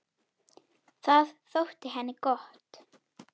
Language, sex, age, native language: Icelandic, female, 8, Icelandic